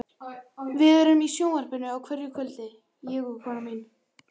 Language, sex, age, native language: Icelandic, male, 18-19, Icelandic